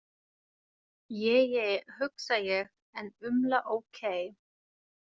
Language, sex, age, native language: Icelandic, female, 20-29, German